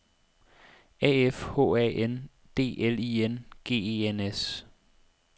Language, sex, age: Danish, male, 25